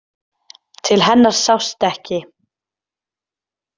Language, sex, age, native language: Icelandic, female, 20-29, Icelandic